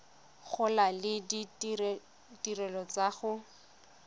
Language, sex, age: Tswana, female, 25